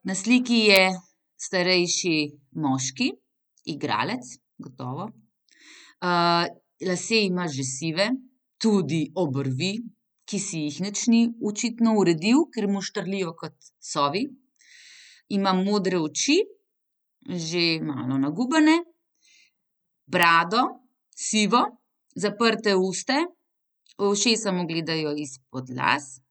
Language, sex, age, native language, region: Slovenian, female, 30-49, Slovenian, Central Slovenia